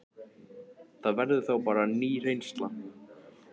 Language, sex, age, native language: Icelandic, male, 14, Icelandic